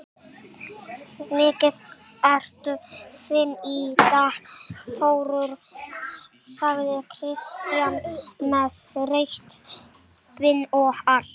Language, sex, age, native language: Icelandic, female, 30-39, Icelandic